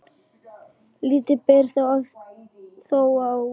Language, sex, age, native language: Icelandic, male, 10, Icelandic